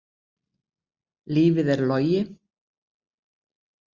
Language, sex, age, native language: Icelandic, female, 60-69, Icelandic